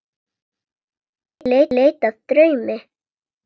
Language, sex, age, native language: Icelandic, female, 8, Icelandic